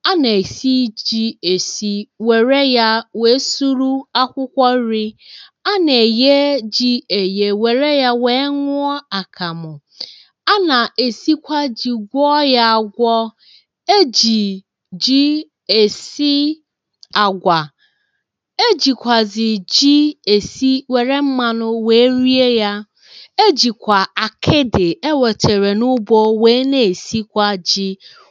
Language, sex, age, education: Igbo, female, 30-45, tertiary